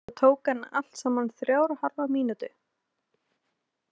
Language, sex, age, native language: Icelandic, female, 20-29, Icelandic